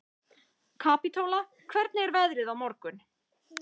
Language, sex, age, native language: Icelandic, female, 30-39, Icelandic